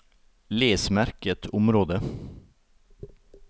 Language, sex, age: Norwegian, male, 38